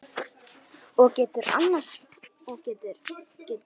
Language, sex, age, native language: Icelandic, female, 9, Icelandic